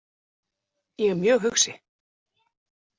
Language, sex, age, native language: Icelandic, female, 40-49, Icelandic